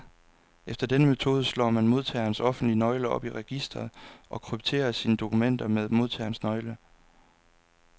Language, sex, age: Danish, male, 26